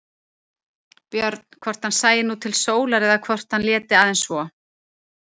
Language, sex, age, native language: Icelandic, female, 30-39, Icelandic